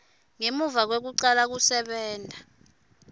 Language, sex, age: Swati, female, 21